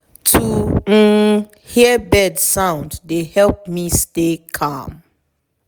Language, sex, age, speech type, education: Nigerian Pidgin, female, 30-45, spontaneous, tertiary